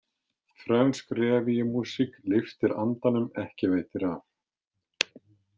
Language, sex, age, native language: Icelandic, male, 50-59, Icelandic